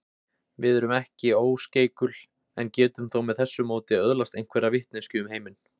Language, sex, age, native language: Icelandic, male, 20-29, Icelandic